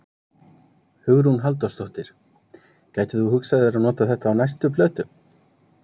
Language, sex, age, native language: Icelandic, male, 30-39, Icelandic